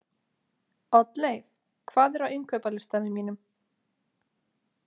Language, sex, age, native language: Icelandic, female, 30-39, Icelandic